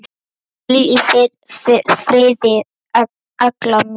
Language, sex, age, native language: Icelandic, male, 10, Icelandic